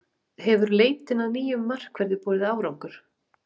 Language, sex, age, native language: Icelandic, female, 30-39, Icelandic